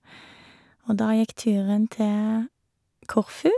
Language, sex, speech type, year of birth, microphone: Norwegian, female, spontaneous, 1978, Shure